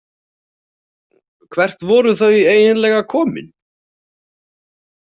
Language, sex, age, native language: Icelandic, male, 40-49, Icelandic